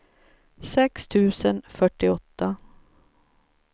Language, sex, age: Swedish, female, 44